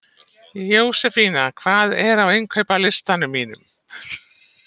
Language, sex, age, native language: Icelandic, female, 60-69, Icelandic